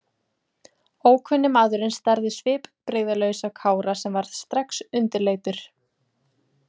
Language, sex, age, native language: Icelandic, female, 20-29, Icelandic